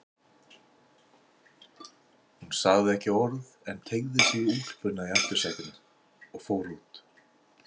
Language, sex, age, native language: Icelandic, male, 60-69, Icelandic